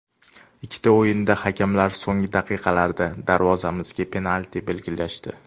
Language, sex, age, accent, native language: Uzbek, male, under 19, Toshkent shahri, Uzbek